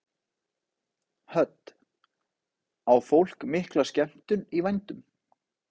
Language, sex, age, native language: Icelandic, male, 30-39, Icelandic